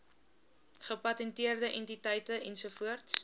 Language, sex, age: Afrikaans, female, 19